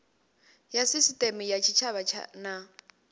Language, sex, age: Venda, female, 28